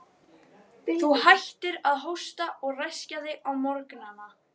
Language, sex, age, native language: Icelandic, female, 12, Icelandic